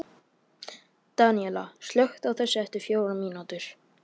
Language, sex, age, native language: Icelandic, male, 13, Icelandic